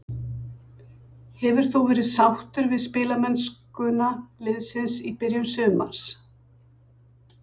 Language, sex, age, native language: Icelandic, female, 60-69, Icelandic